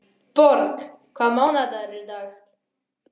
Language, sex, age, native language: Icelandic, male, 13, Icelandic